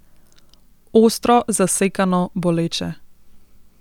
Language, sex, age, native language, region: Slovenian, female, 18-29, Slovenian, Central Slovenia